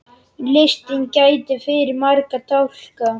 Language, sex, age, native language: Icelandic, male, 10, Icelandic